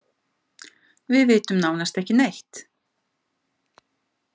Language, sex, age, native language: Icelandic, female, 50-59, Icelandic